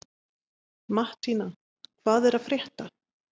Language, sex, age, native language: Icelandic, female, 30-39, Icelandic